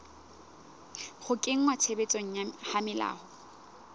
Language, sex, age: Southern Sotho, female, 19